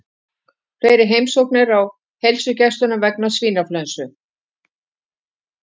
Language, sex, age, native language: Icelandic, female, 50-59, Icelandic